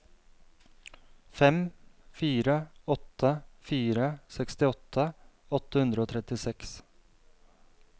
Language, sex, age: Norwegian, male, 32